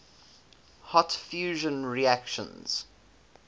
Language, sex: English, male